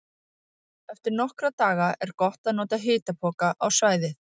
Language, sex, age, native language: Icelandic, female, 40-49, Icelandic